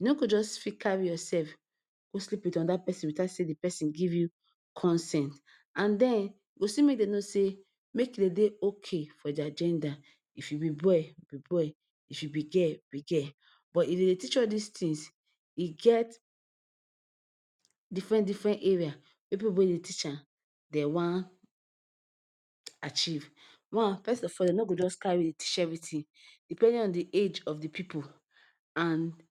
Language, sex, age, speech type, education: Nigerian Pidgin, female, 15-29, spontaneous, tertiary